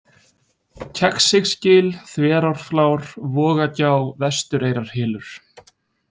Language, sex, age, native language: Icelandic, male, 20-29, Icelandic